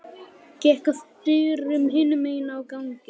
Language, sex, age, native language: Icelandic, male, 11, Icelandic